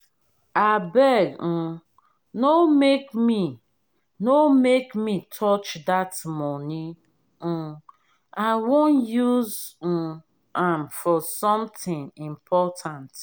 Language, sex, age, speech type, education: Nigerian Pidgin, female, 30-45, spontaneous, tertiary